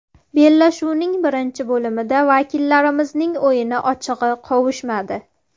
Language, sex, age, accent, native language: Uzbek, female, 18-24, Farg'ona, Uzbek